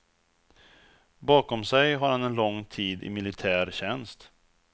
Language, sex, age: Swedish, male, 34